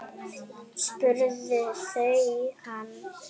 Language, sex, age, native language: Icelandic, female, 8, Icelandic